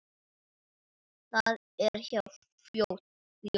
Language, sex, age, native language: Icelandic, female, 9, Icelandic